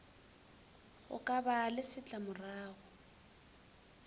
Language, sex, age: Northern Sotho, female, 20